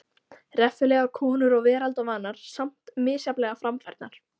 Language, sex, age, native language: Icelandic, female, 14, Icelandic